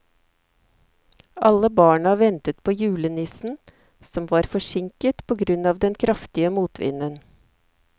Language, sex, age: Norwegian, female, 54